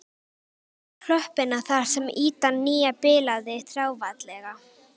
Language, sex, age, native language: Icelandic, female, 12, Icelandic